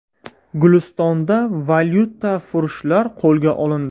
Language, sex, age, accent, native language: Uzbek, male, 18-24, Surxondaryo, Uzbek